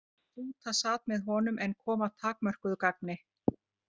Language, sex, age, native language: Icelandic, female, 50-59, Icelandic